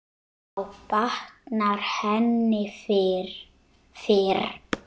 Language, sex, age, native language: Icelandic, male, 9, Icelandic